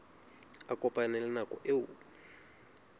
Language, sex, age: Southern Sotho, male, 20